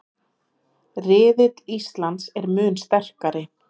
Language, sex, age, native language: Icelandic, female, 30-39, Icelandic